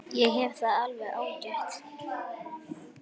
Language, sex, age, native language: Icelandic, male, 9, Icelandic